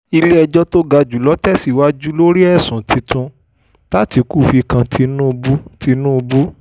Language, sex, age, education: Yoruba, male, 15-29, tertiary